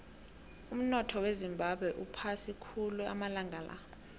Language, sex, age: South Ndebele, female, 18